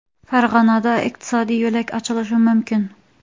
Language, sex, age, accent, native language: Uzbek, female, 18-24, Xorazm, Uzbek